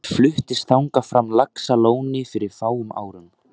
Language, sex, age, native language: Icelandic, male, 14, Icelandic